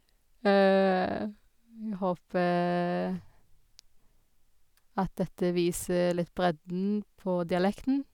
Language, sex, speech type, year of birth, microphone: Norwegian, female, spontaneous, 1990, Sennheiser